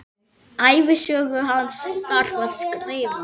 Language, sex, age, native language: Icelandic, male, 8, Icelandic